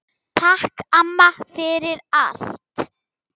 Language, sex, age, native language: Icelandic, female, 10, Icelandic